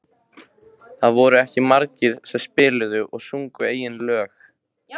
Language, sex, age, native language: Icelandic, male, 15, Icelandic